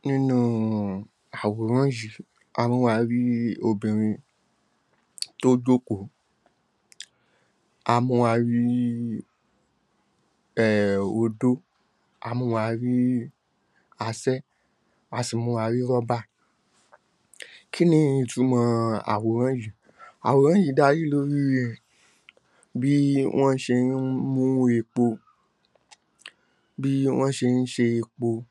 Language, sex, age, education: Yoruba, male, 15-29, tertiary